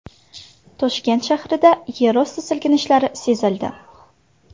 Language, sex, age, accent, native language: Uzbek, female, 19-29, Samarqand, Uzbek